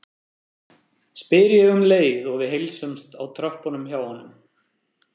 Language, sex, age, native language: Icelandic, male, 30-39, Icelandic